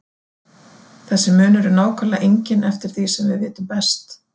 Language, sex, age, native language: Icelandic, female, 40-49, Icelandic